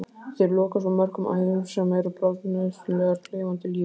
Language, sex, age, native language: Icelandic, male, 15, Icelandic